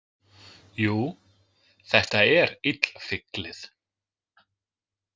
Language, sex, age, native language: Icelandic, male, 20-29, Icelandic